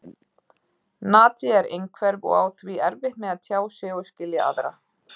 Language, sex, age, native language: Icelandic, female, 30-39, Icelandic